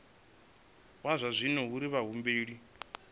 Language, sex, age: Venda, male, 25